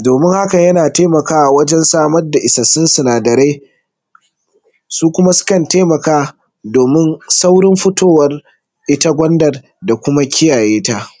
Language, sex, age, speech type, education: Hausa, male, 15-29, spontaneous, tertiary